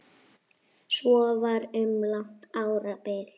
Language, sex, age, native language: Icelandic, female, 8, Icelandic